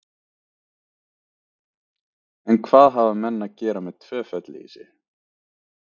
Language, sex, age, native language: Icelandic, male, 20-29, Icelandic